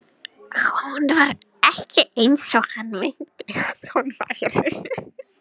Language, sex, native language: Icelandic, female, Polish